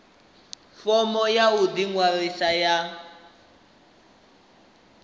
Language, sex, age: Venda, male, 18